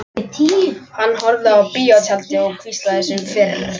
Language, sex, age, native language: Icelandic, male, 11, Icelandic